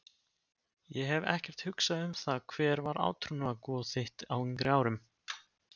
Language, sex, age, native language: Icelandic, male, 20-29, Icelandic